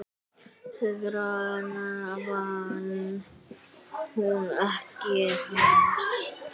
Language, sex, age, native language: Icelandic, female, 9, Icelandic